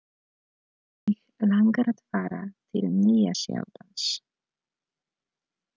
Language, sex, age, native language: Icelandic, female, 30-39, Polish